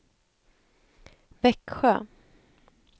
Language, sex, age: Swedish, female, 28